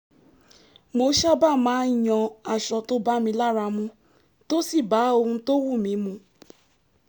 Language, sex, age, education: Yoruba, female, 15-29, tertiary